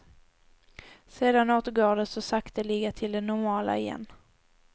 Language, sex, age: Swedish, female, 18